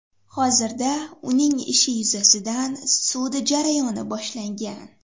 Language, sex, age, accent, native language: Uzbek, female, 12-17, Farg'ona, Uzbek